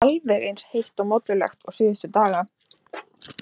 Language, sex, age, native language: Icelandic, female, 18-19, Icelandic